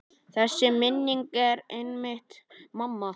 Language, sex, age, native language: Icelandic, male, 9, Icelandic